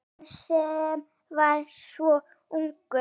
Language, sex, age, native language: Icelandic, female, 8, Icelandic